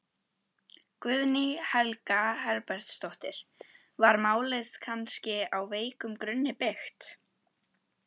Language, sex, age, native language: Icelandic, female, 12, Icelandic